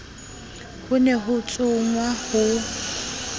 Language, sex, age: Southern Sotho, female, 30